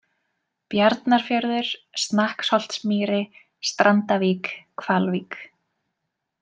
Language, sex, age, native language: Icelandic, female, 20-29, Icelandic